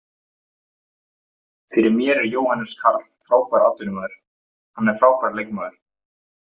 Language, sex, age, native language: Icelandic, male, 18-19, Icelandic